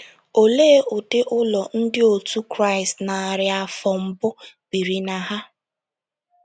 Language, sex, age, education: Igbo, female, 15-29, tertiary